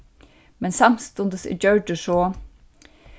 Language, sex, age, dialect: Faroese, female, 36-60, Suðurstreymoy